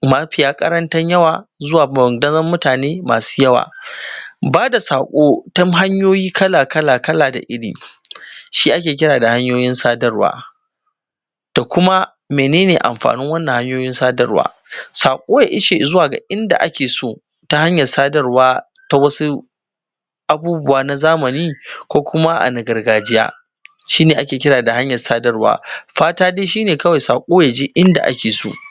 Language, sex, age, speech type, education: Hausa, female, 30-45, spontaneous, primary